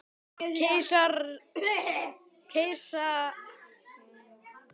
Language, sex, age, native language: Icelandic, male, 12, Icelandic